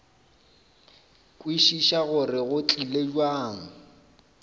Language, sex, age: Northern Sotho, male, 26